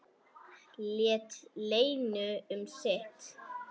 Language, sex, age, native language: Icelandic, female, 10, Icelandic